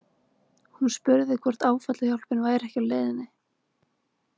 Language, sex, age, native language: Icelandic, female, 20-29, Icelandic